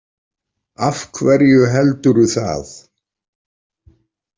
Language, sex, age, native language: Icelandic, male, 40-49, Icelandic